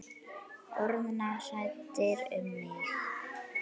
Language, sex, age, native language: Icelandic, female, 9, Icelandic